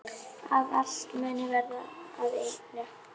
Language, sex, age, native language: Icelandic, female, 11, Icelandic